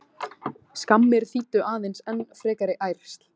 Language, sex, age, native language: Icelandic, male, 14, Icelandic